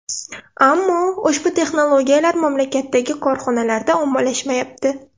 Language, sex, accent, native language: Uzbek, female, Surxondaryo, Russian